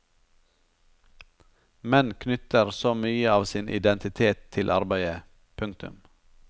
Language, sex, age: Norwegian, male, 43